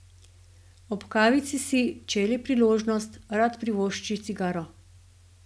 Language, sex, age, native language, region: Slovenian, female, 50-59, Slovenian, Gorenjska region